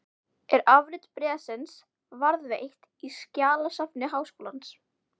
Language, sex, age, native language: Icelandic, female, 11, Icelandic